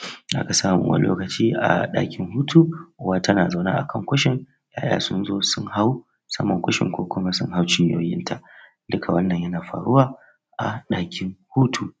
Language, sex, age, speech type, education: Hausa, male, 30-45, spontaneous, tertiary